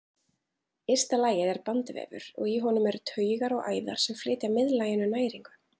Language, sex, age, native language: Icelandic, female, 30-39, Icelandic